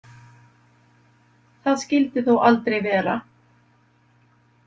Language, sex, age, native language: Icelandic, female, 50-59, Icelandic